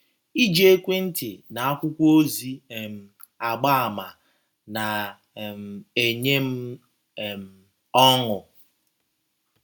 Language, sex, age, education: Igbo, male, 30-45, tertiary